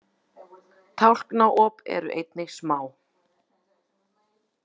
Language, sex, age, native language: Icelandic, female, 40-49, Icelandic